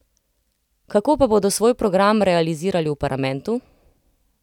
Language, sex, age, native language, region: Slovenian, female, 30-49, Slovenian, Central Slovenia